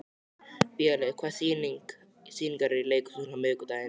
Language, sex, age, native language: Icelandic, male, 12, Icelandic